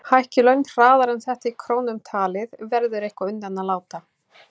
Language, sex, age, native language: Icelandic, female, 30-39, Icelandic